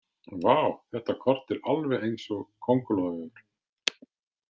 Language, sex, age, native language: Icelandic, male, 50-59, Icelandic